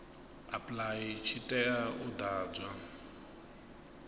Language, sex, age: Venda, male, 22